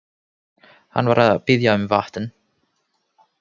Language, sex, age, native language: Icelandic, male, 18-19, Finnish